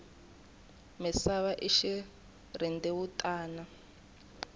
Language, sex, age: Tsonga, female, 21